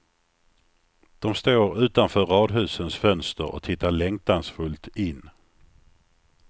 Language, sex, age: Swedish, male, 49